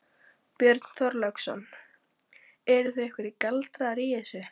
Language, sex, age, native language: Icelandic, female, 12, Icelandic